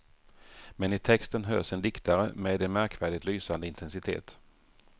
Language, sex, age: Swedish, male, 48